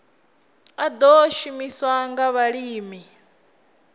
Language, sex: Venda, female